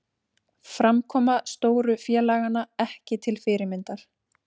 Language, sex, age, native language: Icelandic, female, 30-39, Icelandic